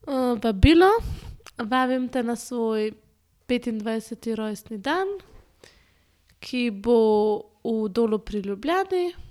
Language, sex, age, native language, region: Slovenian, female, 18-29, Slovenian, Central Slovenia